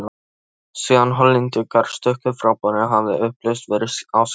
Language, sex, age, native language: Icelandic, male, 13, Polish